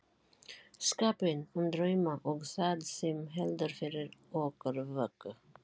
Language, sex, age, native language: Icelandic, female, 40-49, Filipino